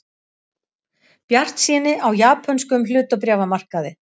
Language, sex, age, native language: Icelandic, female, 60-69, Icelandic